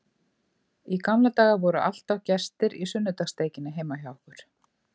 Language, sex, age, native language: Icelandic, female, 50-59, Icelandic